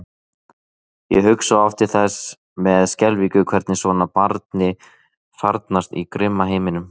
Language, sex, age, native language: Icelandic, male, 30-39, Icelandic